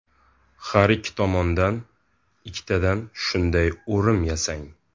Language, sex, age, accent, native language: Uzbek, male, 18-24, Toshkent shahri, Uzbek